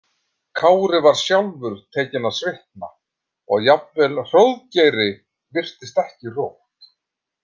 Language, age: Icelandic, 50-59